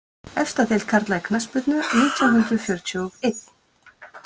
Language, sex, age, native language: Icelandic, female, 50-59, Icelandic